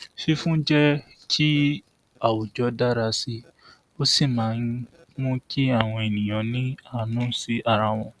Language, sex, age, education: Yoruba, male, 46-60, tertiary